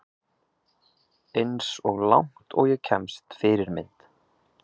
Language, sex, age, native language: Icelandic, male, 30-39, Icelandic